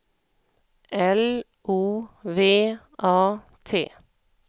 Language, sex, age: Swedish, female, 34